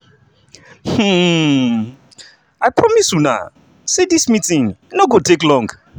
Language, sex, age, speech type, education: Nigerian Pidgin, male, 30-45, spontaneous, tertiary